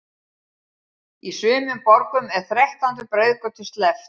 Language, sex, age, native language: Icelandic, female, 60-69, Icelandic